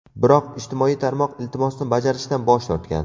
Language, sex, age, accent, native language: Uzbek, male, 18-24, Navoiy, Uzbek